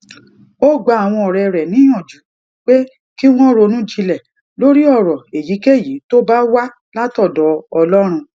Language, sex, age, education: Yoruba, female, 30-45, tertiary